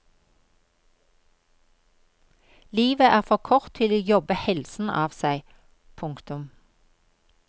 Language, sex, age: Norwegian, female, 53